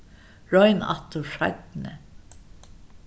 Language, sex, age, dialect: Faroese, female, 61+, Suðuroy